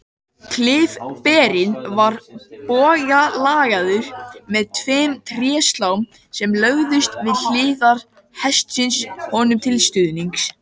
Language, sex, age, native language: Icelandic, male, 18-19, Icelandic